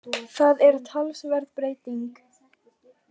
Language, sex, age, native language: Icelandic, other, 20-29, Icelandic